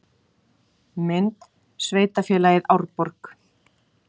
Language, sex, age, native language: Icelandic, female, 40-49, Icelandic